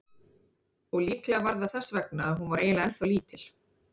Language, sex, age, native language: Icelandic, female, 30-39, Icelandic